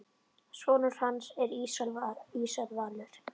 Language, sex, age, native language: Icelandic, male, 10, Icelandic